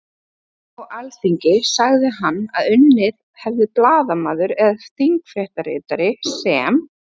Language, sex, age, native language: Icelandic, female, 30-39, Icelandic